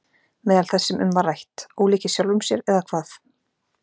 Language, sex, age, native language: Icelandic, female, 40-49, Icelandic